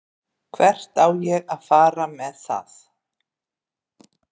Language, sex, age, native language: Icelandic, female, 50-59, Icelandic